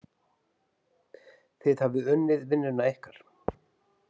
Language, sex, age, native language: Icelandic, male, 50-59, Icelandic